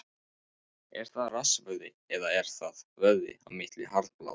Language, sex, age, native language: Icelandic, male, 18-19, Icelandic